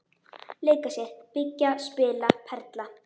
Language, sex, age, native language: Icelandic, female, 10, Icelandic